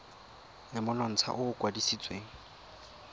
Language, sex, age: Tswana, male, 22